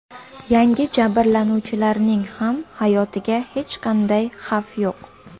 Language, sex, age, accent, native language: Uzbek, female, 18-24, Jizzax, Uzbek